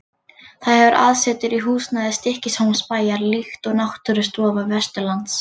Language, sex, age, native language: Icelandic, female, 18-19, Icelandic